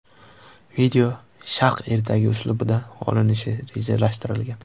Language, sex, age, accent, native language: Uzbek, male, 18-24, Toshkent viloyati, Uzbek